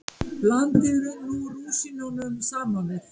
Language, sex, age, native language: Icelandic, female, 50-59, Icelandic